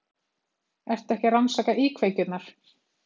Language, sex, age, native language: Icelandic, female, 30-39, Icelandic